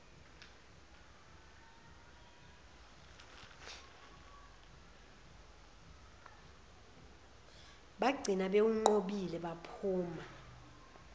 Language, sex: Zulu, female